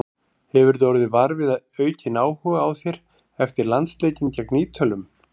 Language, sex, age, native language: Icelandic, male, 40-49, Icelandic